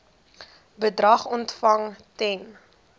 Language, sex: Afrikaans, female